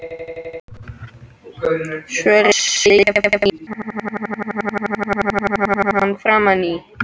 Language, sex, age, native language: Icelandic, other, 13, Icelandic